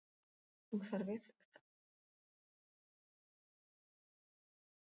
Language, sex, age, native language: Icelandic, female, 40-49, Icelandic